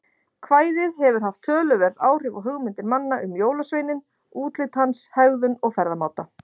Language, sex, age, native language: Icelandic, female, 40-49, Icelandic